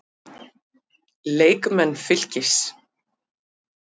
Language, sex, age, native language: Icelandic, female, 50-59, Icelandic